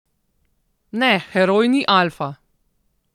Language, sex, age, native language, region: Slovenian, female, 30-49, Slovenian, Southeast Slovenia